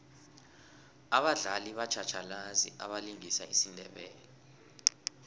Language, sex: South Ndebele, male